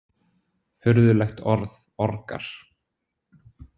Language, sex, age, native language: Icelandic, male, 20-29, Icelandic